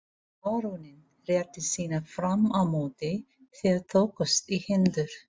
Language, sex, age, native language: Icelandic, female, 40-49, Filipino